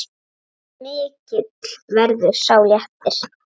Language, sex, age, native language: Icelandic, female, 9, Icelandic